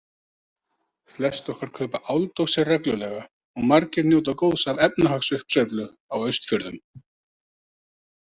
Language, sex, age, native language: Icelandic, male, 30-39, Icelandic